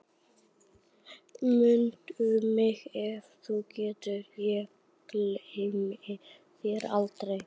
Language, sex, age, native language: Icelandic, female, 11, Icelandic